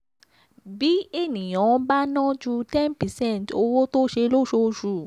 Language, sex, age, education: Yoruba, female, 15-29, tertiary